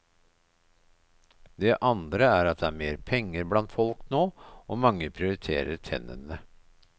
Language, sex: Norwegian, male